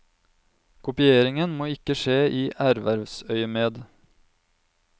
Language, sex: Norwegian, male